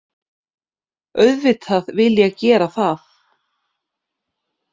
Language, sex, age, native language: Icelandic, female, 30-39, Icelandic